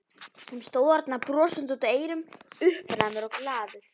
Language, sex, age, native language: Icelandic, female, 11, Icelandic